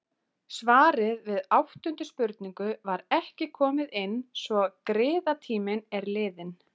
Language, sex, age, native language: Icelandic, female, 30-39, Icelandic